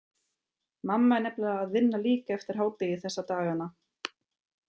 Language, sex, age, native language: Icelandic, female, 30-39, German